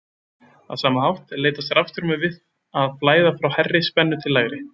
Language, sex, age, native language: Icelandic, male, 20-29, Icelandic